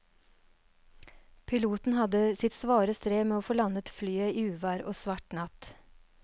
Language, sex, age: Norwegian, female, 39